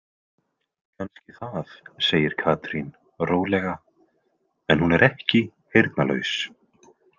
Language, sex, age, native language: Icelandic, male, 20-29, Icelandic